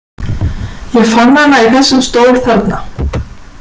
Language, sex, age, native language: Icelandic, female, 40-49, Icelandic